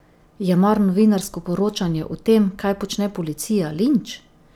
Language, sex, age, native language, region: Slovenian, female, 50-59, Slovenian, Drava region